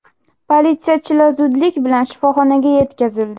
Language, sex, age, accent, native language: Uzbek, female, 18-24, Toshkent shahri, Uzbek